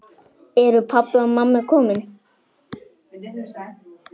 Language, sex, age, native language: Icelandic, male, 9, Icelandic